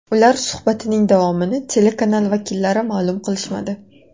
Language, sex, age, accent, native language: Uzbek, female, 18-24, Toshkent shahri, Uzbek